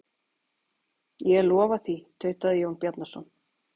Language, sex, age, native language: Icelandic, female, 40-49, Icelandic